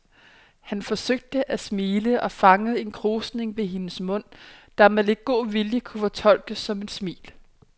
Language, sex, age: Danish, female, 27